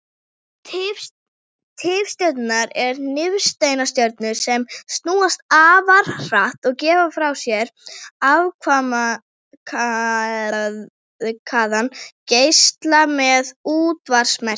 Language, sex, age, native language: Icelandic, female, 40-49, Icelandic